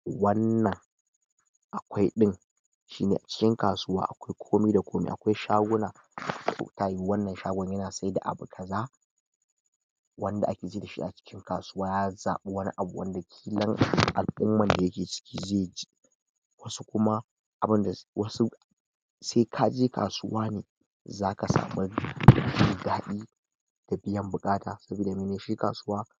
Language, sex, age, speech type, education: Hausa, male, 15-29, spontaneous, tertiary